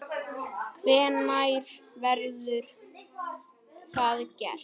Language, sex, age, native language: Icelandic, male, 9, Icelandic